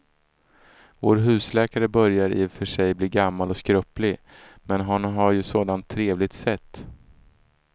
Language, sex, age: Swedish, male, 34